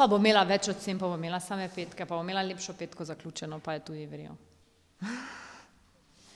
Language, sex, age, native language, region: Slovenian, female, 30-49, Slovenian, Drava region